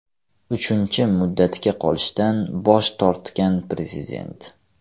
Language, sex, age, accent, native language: Uzbek, male, 18-24, Farg'ona, Uzbek